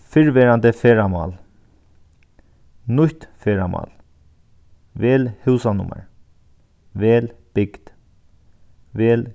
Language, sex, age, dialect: Faroese, male, 36-60, Sandoy